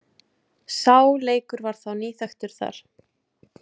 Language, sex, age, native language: Icelandic, female, 30-39, Icelandic